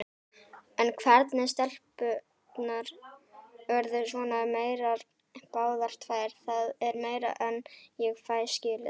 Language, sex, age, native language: Icelandic, female, 18-19, Icelandic